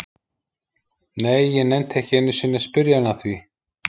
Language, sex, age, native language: Icelandic, male, 50-59, Icelandic